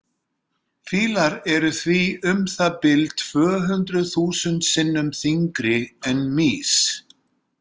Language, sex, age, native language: Icelandic, male, 60-69, Icelandic